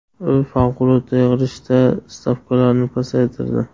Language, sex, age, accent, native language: Uzbek, male, 18-24, Jizzax, Uzbek